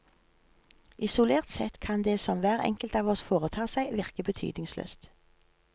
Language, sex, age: Norwegian, female, 53